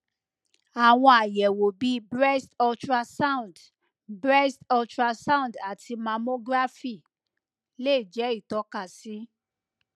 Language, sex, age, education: Yoruba, female, 30-45, tertiary